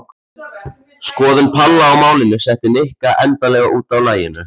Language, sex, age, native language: Icelandic, male, 14, Icelandic